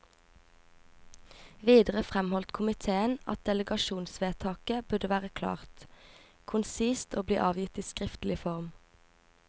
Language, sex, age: Norwegian, female, 24